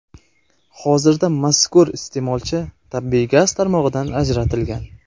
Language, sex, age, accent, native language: Uzbek, male, 18-24, Qashqadaryo, Uzbek